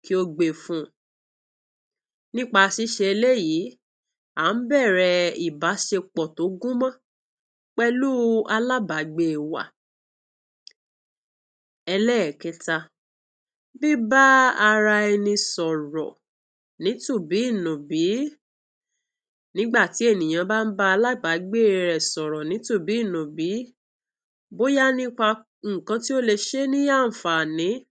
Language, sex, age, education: Yoruba, female, 46-60, tertiary